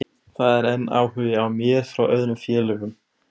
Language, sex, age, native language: Icelandic, male, 20-29, Icelandic